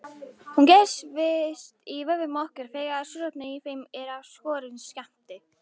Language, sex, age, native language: Icelandic, female, 18-19, Icelandic